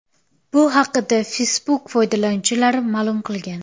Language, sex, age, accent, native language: Uzbek, female, 18-24, Samarqand, Uzbek